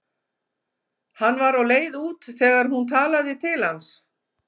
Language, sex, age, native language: Icelandic, female, 50-59, Icelandic